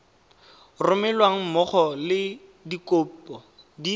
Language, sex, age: Tswana, male, 18